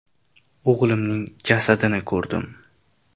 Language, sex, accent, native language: Uzbek, male, Toshkent shahri, Uzbek